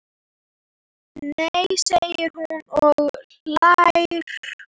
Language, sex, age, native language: Icelandic, female, 9, Icelandic